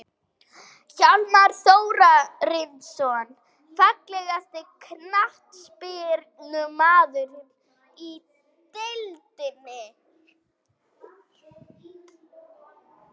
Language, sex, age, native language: Icelandic, female, 11, Icelandic